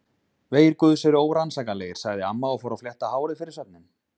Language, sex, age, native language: Icelandic, male, 20-29, Icelandic